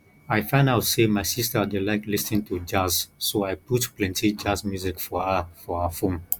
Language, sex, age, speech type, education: Nigerian Pidgin, male, 15-29, spontaneous, tertiary